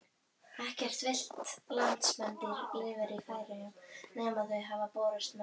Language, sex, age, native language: Icelandic, female, 18-19, Icelandic